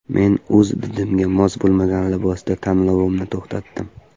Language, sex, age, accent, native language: Uzbek, male, 18-24, Farg'ona, Uzbek